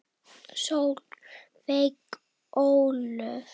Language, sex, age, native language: Icelandic, female, 10, Icelandic